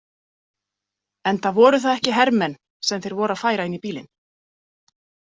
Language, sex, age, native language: Icelandic, female, 40-49, Icelandic